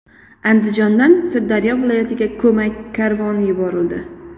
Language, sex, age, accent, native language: Uzbek, female, 18-24, Qoraqalpog'iston, Uzbek